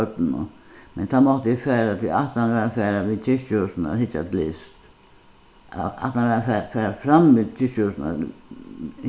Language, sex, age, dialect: Faroese, female, 61+, Suðuroy